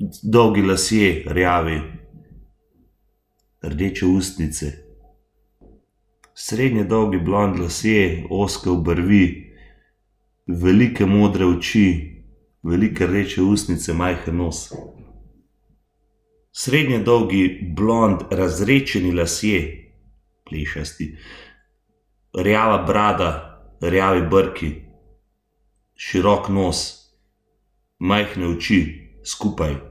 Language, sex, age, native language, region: Slovenian, male, 30-49, Slovenian, Gorenjska region